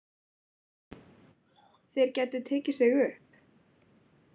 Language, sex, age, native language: Icelandic, female, 20-29, Icelandic